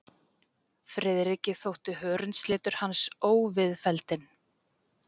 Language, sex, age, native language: Icelandic, female, 40-49, Icelandic